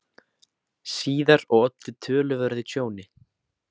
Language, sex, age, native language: Icelandic, male, 18-19, Icelandic